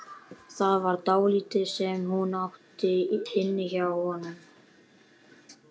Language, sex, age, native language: Icelandic, male, 11, Icelandic